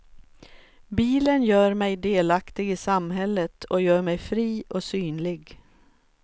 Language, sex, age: Swedish, female, 44